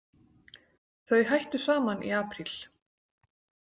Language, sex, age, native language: Icelandic, female, 40-49, Icelandic